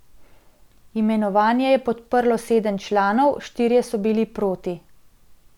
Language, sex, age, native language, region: Slovenian, female, 30-49, Slovenian, Central Slovenia